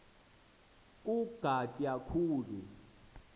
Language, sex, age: Xhosa, male, 20